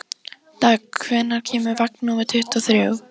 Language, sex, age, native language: Icelandic, female, 14, Icelandic